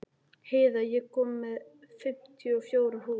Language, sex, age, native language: Icelandic, male, 11, Icelandic